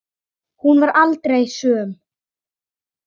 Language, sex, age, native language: Icelandic, male, 9, Icelandic